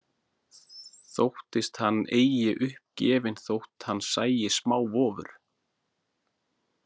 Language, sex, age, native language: Icelandic, male, 40-49, Icelandic